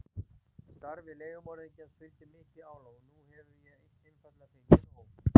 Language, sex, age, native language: Icelandic, male, 40-49, Icelandic